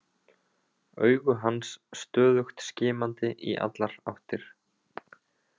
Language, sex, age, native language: Icelandic, male, 20-29, Icelandic